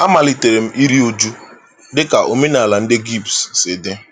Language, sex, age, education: Igbo, male, 15-29, tertiary